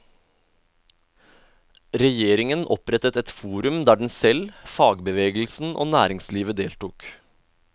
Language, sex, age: Norwegian, male, 31